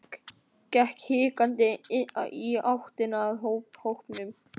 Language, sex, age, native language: Icelandic, male, 11, Icelandic